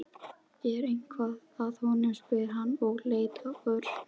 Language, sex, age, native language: Icelandic, female, 12, Icelandic